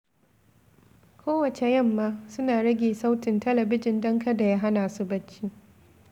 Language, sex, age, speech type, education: Hausa, female, 15-29, read, secondary